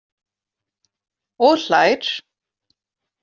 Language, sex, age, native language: Icelandic, female, 40-49, Icelandic